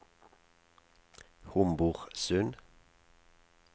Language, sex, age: Norwegian, male, 37